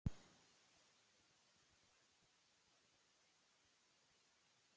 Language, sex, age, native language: Icelandic, female, 18-19, Icelandic